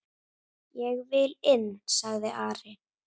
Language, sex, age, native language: Icelandic, female, 8, Icelandic